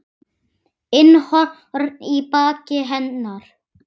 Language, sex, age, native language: Icelandic, male, 8, Icelandic